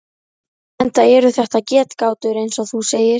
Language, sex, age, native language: Icelandic, female, 11, Icelandic